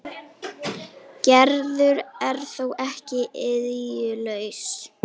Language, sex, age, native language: Icelandic, female, 18-19, Icelandic